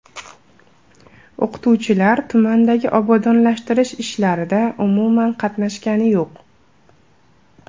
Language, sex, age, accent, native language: Uzbek, female, 18-24, Andijon, Uzbek